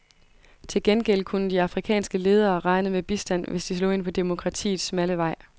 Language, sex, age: Danish, female, 22